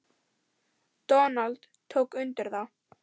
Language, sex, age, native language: Icelandic, female, 10, Icelandic